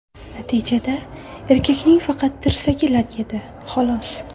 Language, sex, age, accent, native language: Uzbek, female, 18-24, Buxoro, Uzbek